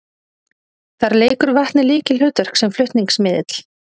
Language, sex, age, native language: Icelandic, female, 30-39, Icelandic